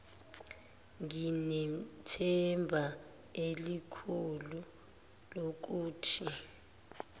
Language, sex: Zulu, female